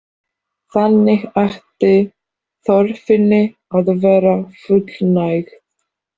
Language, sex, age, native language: Icelandic, female, 40-49, Polish